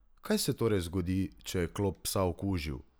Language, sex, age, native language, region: Slovenian, male, 18-29, Slovenian, Drava region